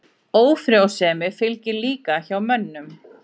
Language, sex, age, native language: Icelandic, female, 40-49, Icelandic